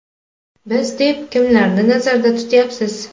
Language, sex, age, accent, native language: Uzbek, female, 18-24, Qashqadaryo, Uzbek